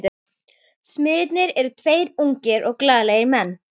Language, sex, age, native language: Icelandic, female, 11, Icelandic